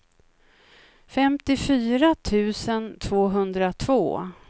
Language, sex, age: Swedish, female, 56